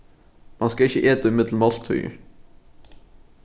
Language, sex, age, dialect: Faroese, male, 15-35, Norðuroyggjar